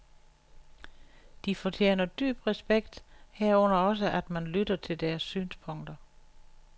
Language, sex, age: Danish, female, 61